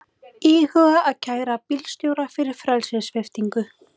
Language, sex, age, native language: Icelandic, female, 18-19, Icelandic